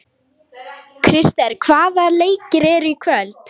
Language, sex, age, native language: Icelandic, female, 18-19, Lithuanian